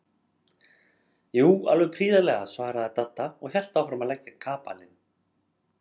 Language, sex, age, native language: Icelandic, male, 30-39, Icelandic